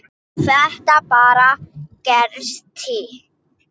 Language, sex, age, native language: Icelandic, female, 7, English